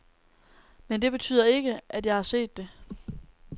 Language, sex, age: Danish, female, 19